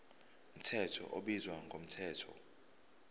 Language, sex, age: Zulu, male, 19